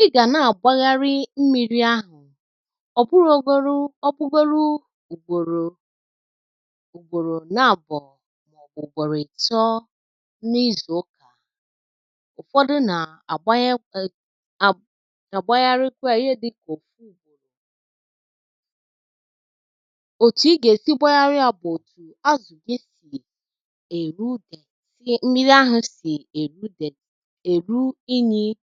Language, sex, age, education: Igbo, female, 30-45, tertiary